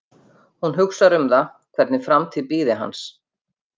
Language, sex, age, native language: Icelandic, female, 50-59, Icelandic